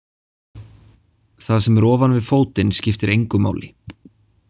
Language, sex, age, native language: Icelandic, male, 20-29, Icelandic